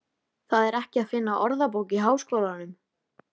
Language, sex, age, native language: Icelandic, female, 13, Icelandic